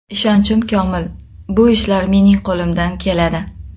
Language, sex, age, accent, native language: Uzbek, female, 25-34, Qoraqalpog'iston, Uzbek